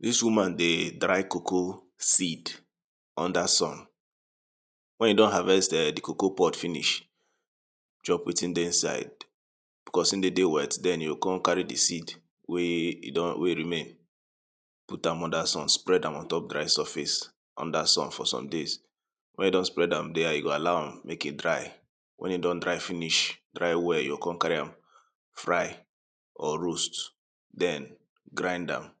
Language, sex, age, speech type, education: Nigerian Pidgin, male, 30-45, spontaneous, secondary